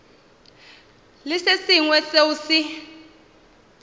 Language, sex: Northern Sotho, female